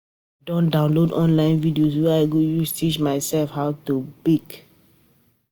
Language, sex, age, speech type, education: Nigerian Pidgin, female, 30-45, spontaneous, tertiary